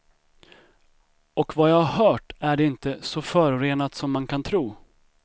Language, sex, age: Swedish, male, 25